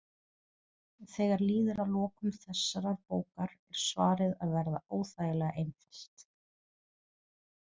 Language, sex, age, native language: Icelandic, female, 30-39, Portuguese